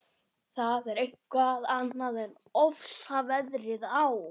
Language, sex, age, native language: Icelandic, male, 12, Icelandic